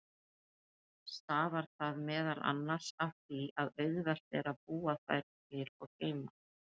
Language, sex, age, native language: Icelandic, female, 30-39, Icelandic